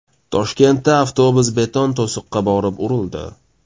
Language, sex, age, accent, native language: Uzbek, male, 25-34, Toshkent shahri, Uzbek